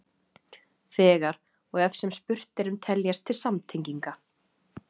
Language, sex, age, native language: Icelandic, female, 30-39, Icelandic